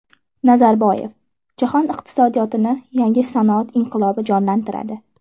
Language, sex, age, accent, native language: Uzbek, female, 18-24, Toshkent shahri, Uzbek